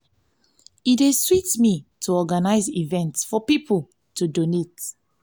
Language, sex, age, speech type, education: Nigerian Pidgin, female, 15-29, spontaneous, tertiary